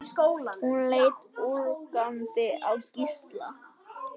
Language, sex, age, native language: Icelandic, male, 10, Icelandic